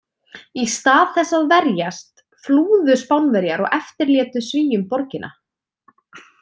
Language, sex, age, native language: Icelandic, female, 20-29, Icelandic